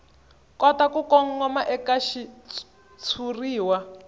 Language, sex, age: Tsonga, female, 25